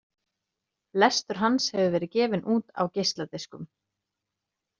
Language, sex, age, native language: Icelandic, female, 30-39, Icelandic